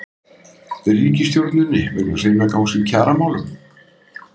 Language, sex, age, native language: Icelandic, male, 50-59, Icelandic